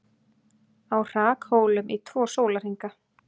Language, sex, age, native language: Icelandic, female, 30-39, Icelandic